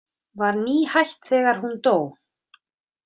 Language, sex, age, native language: Icelandic, female, 30-39, Icelandic